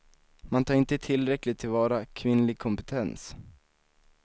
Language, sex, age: Swedish, male, 19